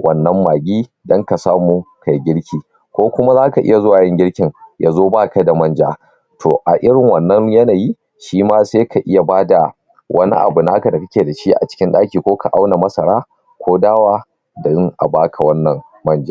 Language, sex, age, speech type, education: Hausa, male, 30-45, spontaneous, tertiary